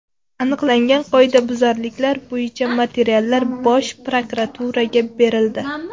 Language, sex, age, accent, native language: Uzbek, female, 18-24, Navoiy, Uzbek